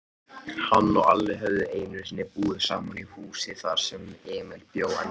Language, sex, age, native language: Icelandic, male, 18-19, Icelandic